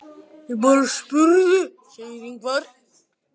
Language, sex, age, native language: Icelandic, male, 10, Icelandic